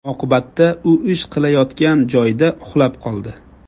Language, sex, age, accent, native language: Uzbek, male, 25-34, Jizzax, Uzbek